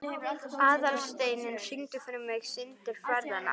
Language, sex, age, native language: Icelandic, female, 11, Icelandic